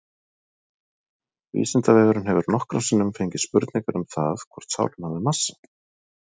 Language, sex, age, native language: Icelandic, male, 40-49, Icelandic